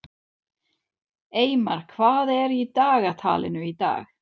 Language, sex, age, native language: Icelandic, female, 30-39, Swedish